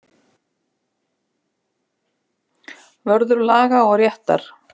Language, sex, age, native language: Icelandic, female, 50-59, Icelandic